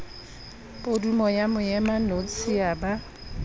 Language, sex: Southern Sotho, female